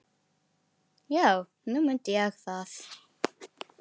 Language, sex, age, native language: Icelandic, female, 10, Filipino